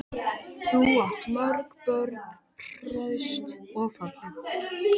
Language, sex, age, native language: Icelandic, male, 13, Icelandic